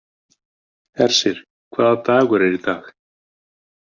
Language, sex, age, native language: Icelandic, male, 50-59, Icelandic